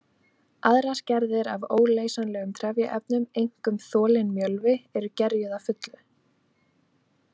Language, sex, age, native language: Icelandic, female, 20-29, Icelandic